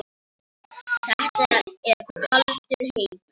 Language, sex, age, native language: Icelandic, female, 9, Icelandic